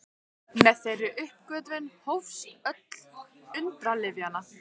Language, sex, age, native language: Icelandic, female, 15, Icelandic